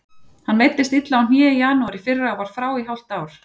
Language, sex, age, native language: Icelandic, female, 40-49, Icelandic